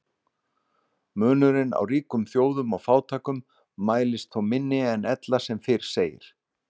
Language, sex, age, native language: Icelandic, male, 60-69, Icelandic